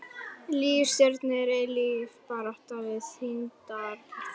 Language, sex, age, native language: Icelandic, female, 40-49, Icelandic